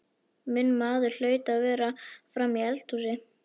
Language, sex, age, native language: Icelandic, female, 11, Icelandic